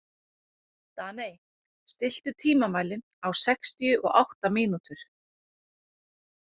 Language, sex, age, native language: Icelandic, female, 30-39, Icelandic